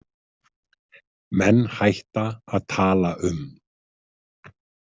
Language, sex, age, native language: Icelandic, male, 50-59, Icelandic